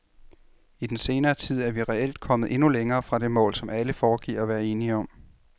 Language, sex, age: Danish, male, 33